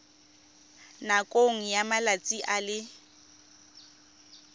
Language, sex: Tswana, female